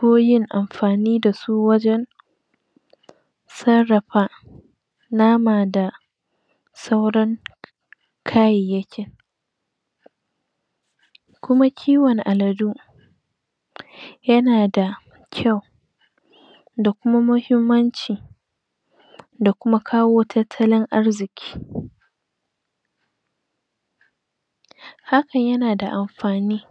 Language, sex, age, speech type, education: Hausa, female, 15-29, spontaneous, tertiary